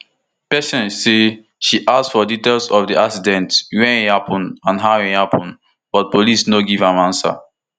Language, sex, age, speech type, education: Nigerian Pidgin, male, 15-29, spontaneous, tertiary